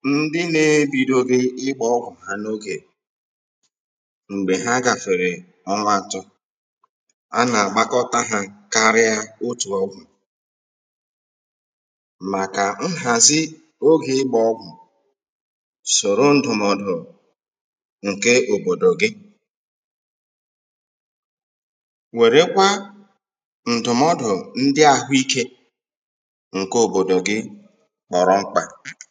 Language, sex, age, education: Igbo, male, 46-60, tertiary